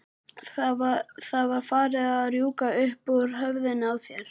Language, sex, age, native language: Icelandic, male, 11, Icelandic